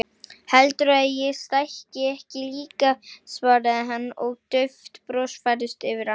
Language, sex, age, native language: Icelandic, male, 40-49, Icelandic